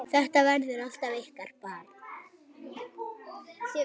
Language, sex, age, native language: Icelandic, female, 9, Icelandic